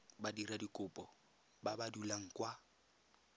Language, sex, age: Tswana, male, 20